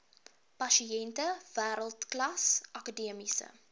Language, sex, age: Afrikaans, female, 23